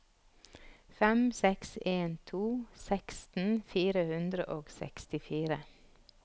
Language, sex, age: Norwegian, female, 46